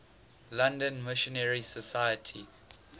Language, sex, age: English, male, 18